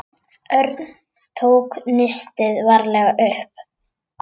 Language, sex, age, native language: Icelandic, female, 8, Icelandic